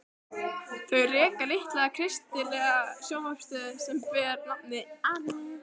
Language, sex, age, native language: Icelandic, female, 12, Icelandic